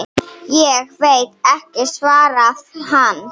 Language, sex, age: Icelandic, female, 7